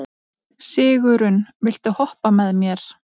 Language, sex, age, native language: Icelandic, female, 30-39, Icelandic